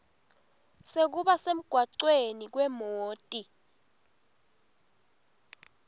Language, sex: Swati, female